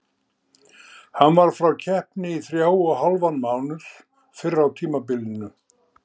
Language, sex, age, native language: Icelandic, male, 70-79, Icelandic